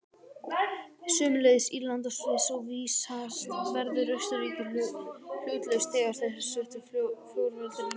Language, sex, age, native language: Icelandic, male, 18-19, Icelandic